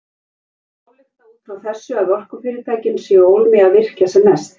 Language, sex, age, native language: Icelandic, female, 50-59, Icelandic